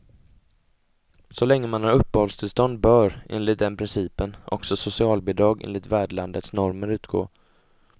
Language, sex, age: Swedish, male, 20